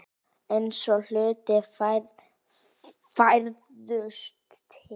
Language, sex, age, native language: Icelandic, female, 9, Icelandic